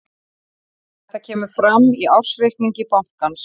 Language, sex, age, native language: Icelandic, female, 40-49, Icelandic